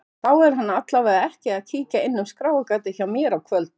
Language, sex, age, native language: Icelandic, female, 50-59, Icelandic